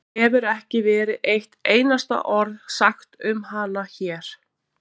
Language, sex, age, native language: Icelandic, female, 40-49, Icelandic